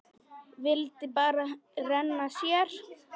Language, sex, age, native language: Icelandic, female, 10, Polish